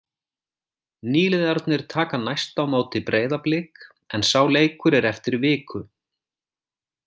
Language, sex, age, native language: Icelandic, male, 40-49, Icelandic